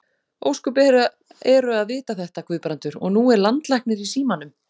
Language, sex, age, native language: Icelandic, female, 40-49, Icelandic